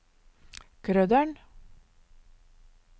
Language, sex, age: Norwegian, female, 59